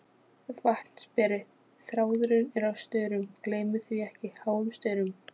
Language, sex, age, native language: Icelandic, female, 15, Polish